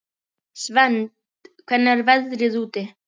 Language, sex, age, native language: Icelandic, male, 11, Icelandic